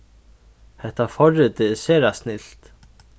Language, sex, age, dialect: Faroese, male, 15-35, Norðurstreymoy/Eysturoy